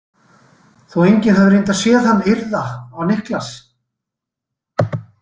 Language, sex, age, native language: Icelandic, male, 60-69, Icelandic